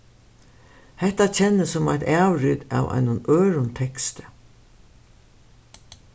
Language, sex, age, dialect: Faroese, female, 61+, Suðurstreymoy